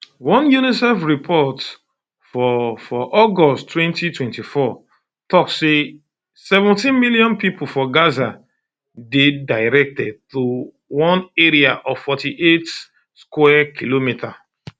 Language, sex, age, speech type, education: Nigerian Pidgin, male, 30-45, spontaneous, tertiary